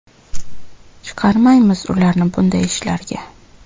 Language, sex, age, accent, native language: Uzbek, female, 18-24, Buxoro, Uzbek